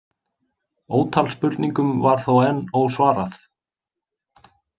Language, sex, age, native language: Icelandic, male, 20-29, Icelandic